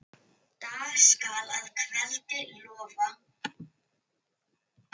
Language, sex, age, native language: Icelandic, female, 10, Icelandic